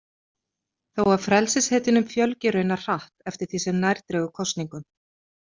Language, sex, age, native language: Icelandic, female, 40-49, Icelandic